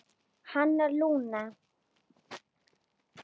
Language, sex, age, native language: Icelandic, female, 9, Icelandic